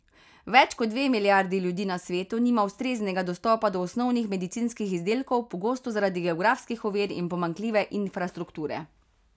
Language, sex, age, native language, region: Slovenian, female, 30-49, Slovenian, Carinthia region